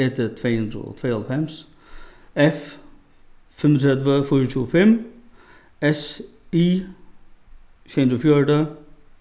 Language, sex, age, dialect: Faroese, male, 36-60, Norðuroyggjar